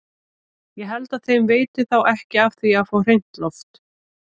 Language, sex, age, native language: Icelandic, female, 30-39, Icelandic